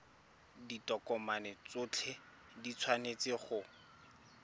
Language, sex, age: Tswana, male, 24